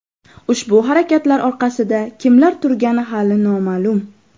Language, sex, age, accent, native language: Uzbek, female, 12-17, Farg'ona, Uzbek